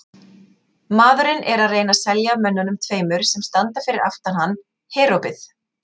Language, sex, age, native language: Icelandic, female, 40-49, Icelandic